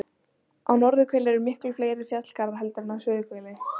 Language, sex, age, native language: Icelandic, female, 18-19, Icelandic